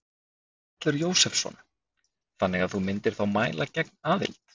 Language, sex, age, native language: Icelandic, male, 20-29, Icelandic